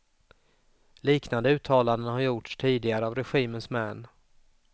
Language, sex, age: Swedish, male, 44